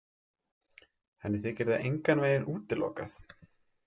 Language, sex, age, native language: Icelandic, male, 30-39, Icelandic